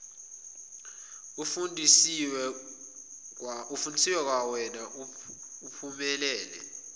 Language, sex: Zulu, male